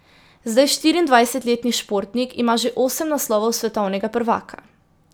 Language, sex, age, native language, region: Slovenian, female, 18-29, Slovenian, Drava region